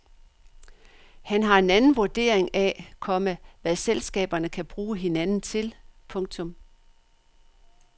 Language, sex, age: Danish, female, 62